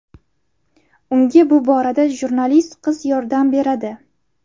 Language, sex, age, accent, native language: Uzbek, female, 18-24, Buxoro, Uzbek